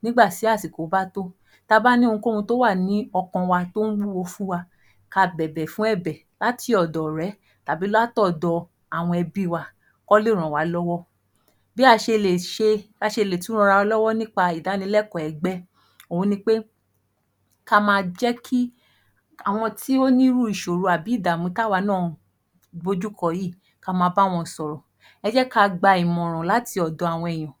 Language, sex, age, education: Yoruba, female, 15-29, tertiary